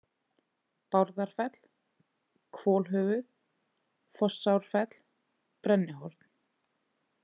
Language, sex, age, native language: Icelandic, female, 20-29, Icelandic